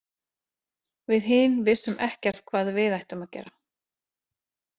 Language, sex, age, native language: Icelandic, female, 40-49, Icelandic